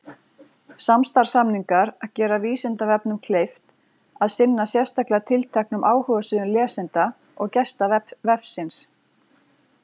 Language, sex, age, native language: Icelandic, female, 40-49, Icelandic